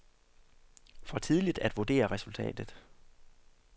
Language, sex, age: Danish, male, 40